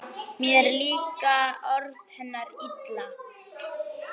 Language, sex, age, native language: Icelandic, male, 9, Icelandic